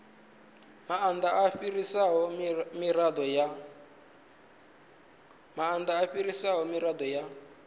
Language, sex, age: Venda, male, 19